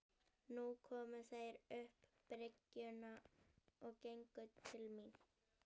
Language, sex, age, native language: Icelandic, female, 11, Icelandic